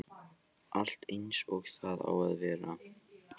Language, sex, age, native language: Icelandic, male, 18-19, Icelandic